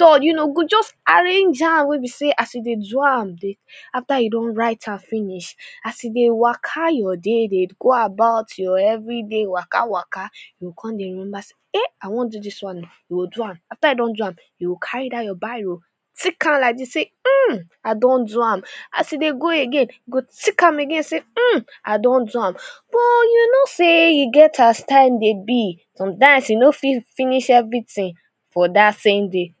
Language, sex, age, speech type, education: Nigerian Pidgin, female, 15-29, spontaneous, secondary